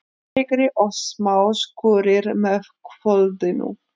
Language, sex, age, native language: Icelandic, female, 30-39, Icelandic